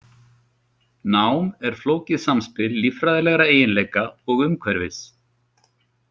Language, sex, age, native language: Icelandic, male, 40-49, Icelandic